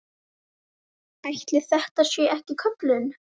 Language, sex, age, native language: Icelandic, female, 10, Icelandic